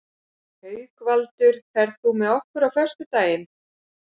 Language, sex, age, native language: Icelandic, female, 40-49, Icelandic